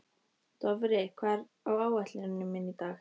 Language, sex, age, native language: Icelandic, female, 13, Icelandic